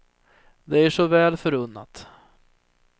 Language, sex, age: Swedish, female, 30